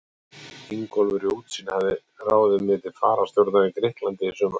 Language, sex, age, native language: Icelandic, male, 40-49, Icelandic